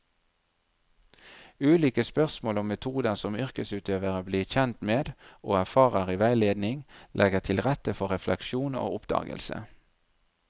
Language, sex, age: Norwegian, male, 37